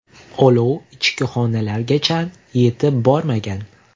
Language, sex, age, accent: Uzbek, male, 18-24, Toshkent shahri